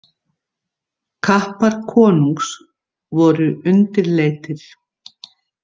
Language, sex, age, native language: Icelandic, female, 60-69, Icelandic